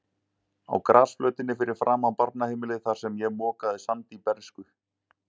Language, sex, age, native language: Icelandic, male, 40-49, Icelandic